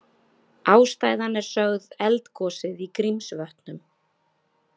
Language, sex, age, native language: Icelandic, female, 30-39, Icelandic